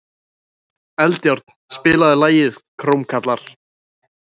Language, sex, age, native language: Icelandic, male, 18-19, Icelandic